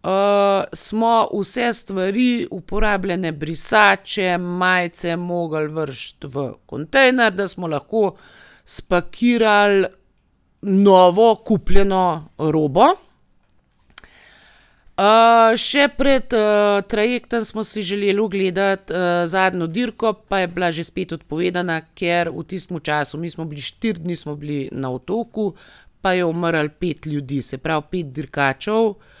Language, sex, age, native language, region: Slovenian, female, 30-49, Slovenian, Gorenjska region